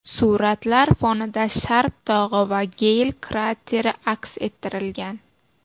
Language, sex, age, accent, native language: Uzbek, female, 19-29, Buxoro, Uzbek